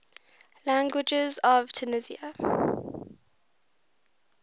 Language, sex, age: English, female, 19